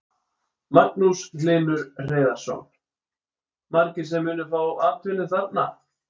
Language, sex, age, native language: Icelandic, male, 20-29, Icelandic